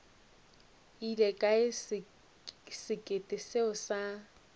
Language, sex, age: Northern Sotho, female, 29